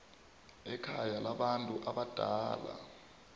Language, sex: South Ndebele, male